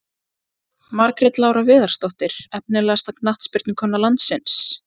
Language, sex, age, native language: Icelandic, female, 20-29, Icelandic